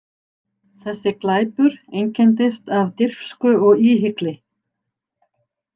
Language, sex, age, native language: Icelandic, female, 60-69, Icelandic